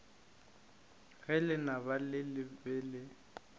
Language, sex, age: Northern Sotho, male, 22